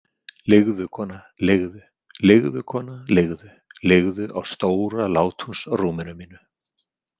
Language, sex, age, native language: Icelandic, male, 50-59, Icelandic